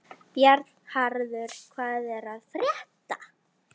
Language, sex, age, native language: Icelandic, female, 13, Icelandic